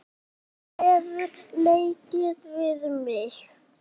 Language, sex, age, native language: Icelandic, male, 6, Icelandic